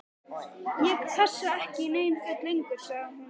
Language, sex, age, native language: Icelandic, female, 11, Icelandic